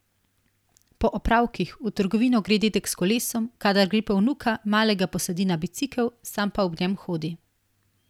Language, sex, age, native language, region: Slovenian, female, 18-29, Slovenian, Primorsko-notranjska region